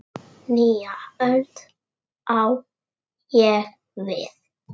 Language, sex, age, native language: Icelandic, male, 6, Icelandic